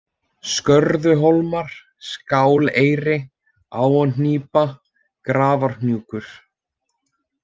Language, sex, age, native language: Icelandic, male, 20-29, Icelandic